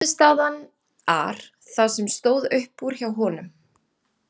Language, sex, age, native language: Icelandic, female, 30-39, Icelandic